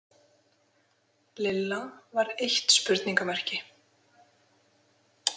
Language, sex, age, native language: Icelandic, female, 20-29, Icelandic